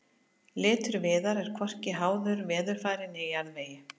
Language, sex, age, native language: Icelandic, female, 50-59, Icelandic